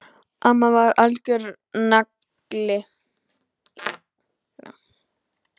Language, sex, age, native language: Icelandic, female, 9, Icelandic